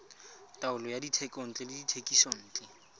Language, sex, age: Tswana, male, 25